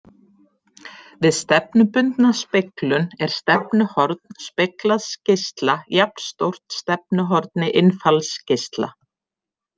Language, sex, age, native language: Icelandic, female, 50-59, Icelandic